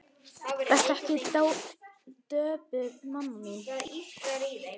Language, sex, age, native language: Icelandic, male, 9, Icelandic